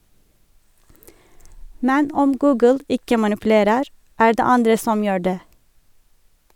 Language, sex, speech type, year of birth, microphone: Norwegian, female, read, 1983, Sennheiser